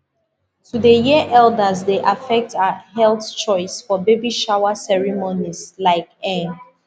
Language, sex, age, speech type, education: Nigerian Pidgin, female, 30-45, spontaneous, tertiary